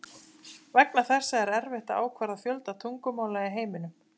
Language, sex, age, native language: Icelandic, female, 30-39, Icelandic